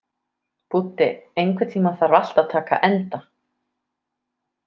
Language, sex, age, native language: Icelandic, female, 30-39, Icelandic